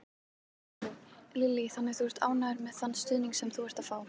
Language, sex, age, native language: Icelandic, female, 18-19, Icelandic